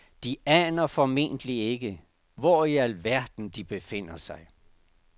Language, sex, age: Danish, male, 69